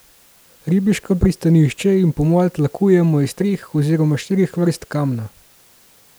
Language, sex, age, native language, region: Slovenian, male, 18-29, Slovenian, Gorenjska region